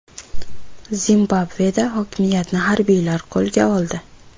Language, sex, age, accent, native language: Uzbek, female, 18-24, Buxoro, Uzbek